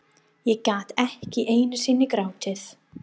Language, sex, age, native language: Icelandic, female, 30-39, English